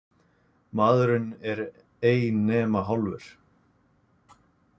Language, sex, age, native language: Icelandic, male, 20-29, Icelandic